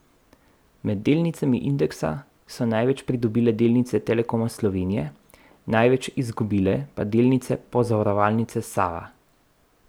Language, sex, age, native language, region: Slovenian, male, 30-49, Slovenian, Central Slovenia